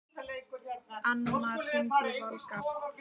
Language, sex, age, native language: Icelandic, female, 12, Icelandic